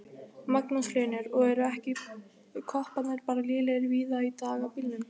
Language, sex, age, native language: Icelandic, female, 18-19, Icelandic